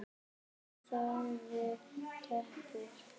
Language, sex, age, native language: Icelandic, female, 9, Icelandic